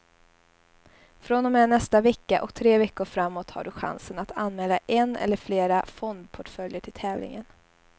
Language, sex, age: Swedish, female, 21